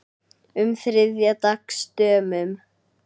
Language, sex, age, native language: Icelandic, male, 9, Icelandic